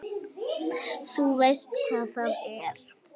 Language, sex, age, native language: Icelandic, female, 8, Icelandic